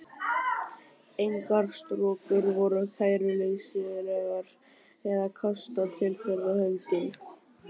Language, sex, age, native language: Icelandic, male, 12, Icelandic